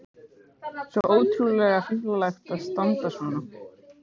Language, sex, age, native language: Icelandic, male, 15, Icelandic